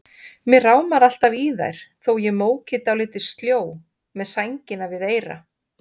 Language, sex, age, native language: Icelandic, female, 50-59, Icelandic